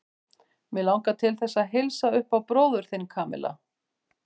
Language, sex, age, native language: Icelandic, female, 50-59, Icelandic